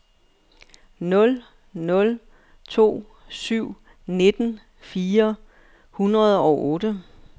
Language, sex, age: Danish, female, 59